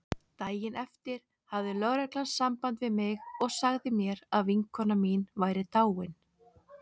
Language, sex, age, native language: Icelandic, female, 30-39, Icelandic